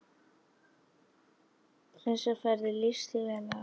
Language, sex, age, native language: Icelandic, female, 10, Icelandic